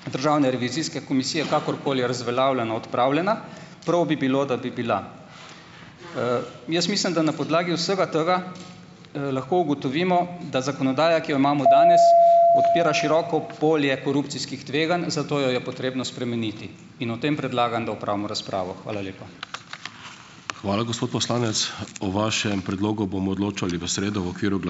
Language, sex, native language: Slovenian, male, Slovenian